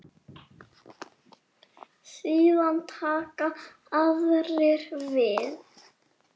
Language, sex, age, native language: Icelandic, male, 6, Icelandic